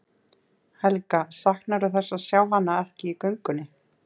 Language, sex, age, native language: Icelandic, female, 30-39, Icelandic